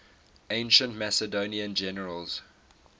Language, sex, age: English, male, 18